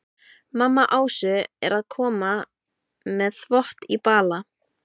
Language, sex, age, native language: Icelandic, female, 12, Icelandic